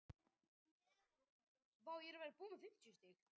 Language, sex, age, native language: Icelandic, male, 18-19, Icelandic